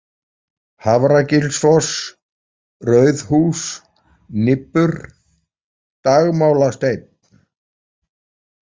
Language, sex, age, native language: Icelandic, male, 40-49, Icelandic